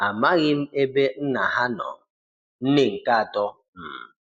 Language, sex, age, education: Igbo, male, 30-45, tertiary